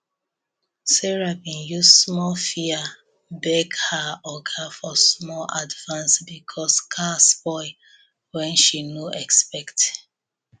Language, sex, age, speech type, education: Nigerian Pidgin, female, 30-45, spontaneous, tertiary